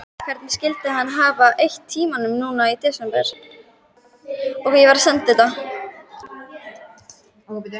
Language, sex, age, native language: Icelandic, female, 13, Icelandic